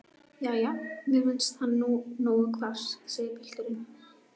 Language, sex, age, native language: Icelandic, female, 12, Icelandic